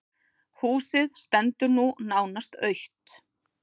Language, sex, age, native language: Icelandic, female, 40-49, Icelandic